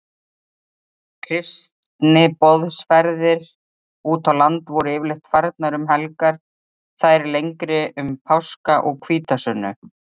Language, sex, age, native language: Icelandic, female, 30-39, Icelandic